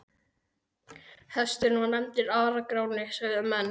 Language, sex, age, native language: Icelandic, male, 12, Icelandic